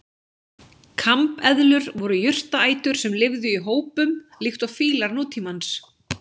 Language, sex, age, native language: Icelandic, female, 16, Icelandic